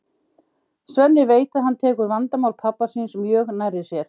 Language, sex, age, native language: Icelandic, female, 50-59, Icelandic